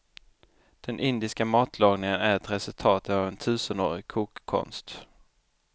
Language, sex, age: Swedish, male, 29